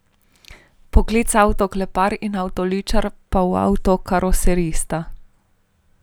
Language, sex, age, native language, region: Slovenian, female, 18-29, Slovenian, Primorsko-notranjska region